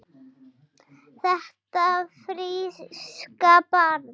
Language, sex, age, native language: Icelandic, female, 6, Icelandic